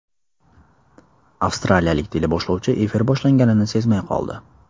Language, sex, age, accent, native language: Uzbek, male, 18-24, Surxondaryo, Uzbek